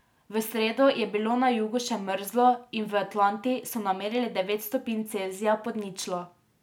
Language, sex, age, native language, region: Slovenian, female, 18-29, Slovenian, Drava region